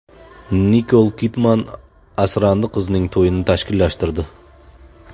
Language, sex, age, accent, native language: Uzbek, male, 25-34, Farg'ona, Uzbek